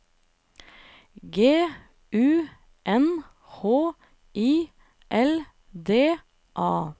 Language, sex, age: Norwegian, female, 25